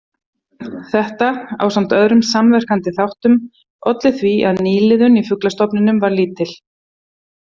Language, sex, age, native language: Icelandic, female, 50-59, Icelandic